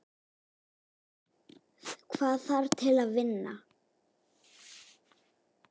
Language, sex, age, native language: Icelandic, female, 8, Icelandic